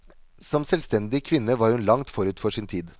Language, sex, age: Norwegian, male, 37